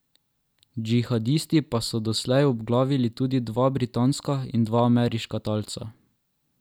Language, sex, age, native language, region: Slovenian, male, 12-17, Slovenian, Drava region